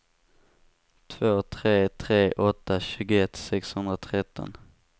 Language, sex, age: Swedish, male, 18